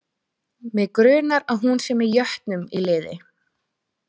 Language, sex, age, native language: Icelandic, female, 20-29, Icelandic